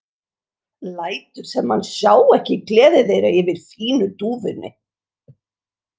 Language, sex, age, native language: Icelandic, female, 60-69, Icelandic